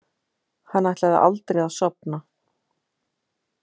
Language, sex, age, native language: Icelandic, female, 50-59, Icelandic